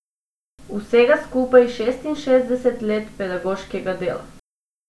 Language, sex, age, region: Slovenian, female, 18-29, Abroad